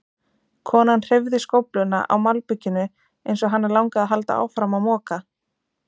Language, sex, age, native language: Icelandic, female, 20-29, Icelandic